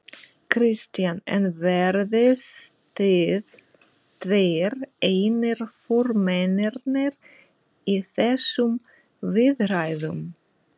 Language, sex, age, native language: Icelandic, female, 40-49, Russian